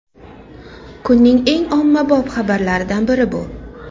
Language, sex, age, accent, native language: Uzbek, female, 35+, Toshkent shahri, Uzbek